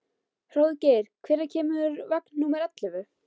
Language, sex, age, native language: Icelandic, female, 12, Icelandic